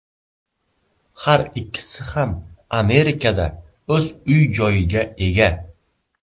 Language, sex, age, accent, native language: Uzbek, male, 12-17, Surxondaryo, Uzbek